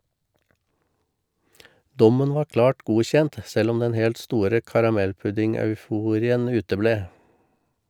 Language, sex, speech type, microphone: Norwegian, male, read, Shure